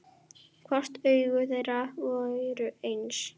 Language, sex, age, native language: Icelandic, female, 10, Icelandic